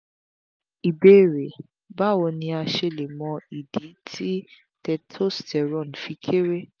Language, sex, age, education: Yoruba, female, 15-29, tertiary